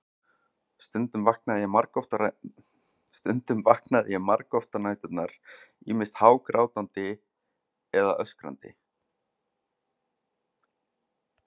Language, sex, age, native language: Icelandic, male, 40-49, Icelandic